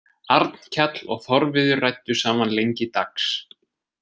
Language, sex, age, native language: Icelandic, male, 20-29, Icelandic